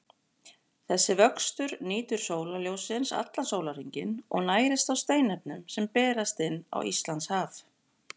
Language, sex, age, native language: Icelandic, female, 40-49, Icelandic